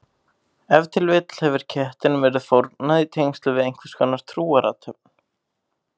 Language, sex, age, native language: Icelandic, male, 18-19, Icelandic